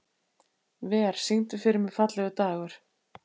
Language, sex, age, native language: Icelandic, female, 80-89, Icelandic